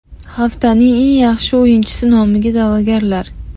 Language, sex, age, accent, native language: Uzbek, female, 35+, Qashqadaryo, Uzbek